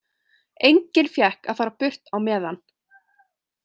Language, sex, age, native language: Icelandic, female, 20-29, Icelandic